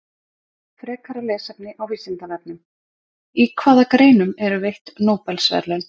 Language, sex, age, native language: Icelandic, female, 50-59, Icelandic